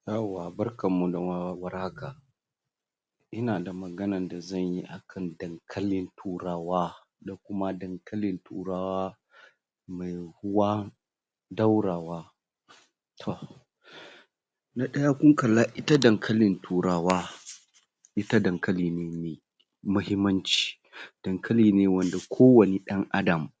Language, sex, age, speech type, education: Hausa, male, 30-45, spontaneous, tertiary